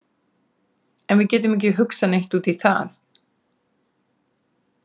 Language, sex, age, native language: Icelandic, female, 40-49, Icelandic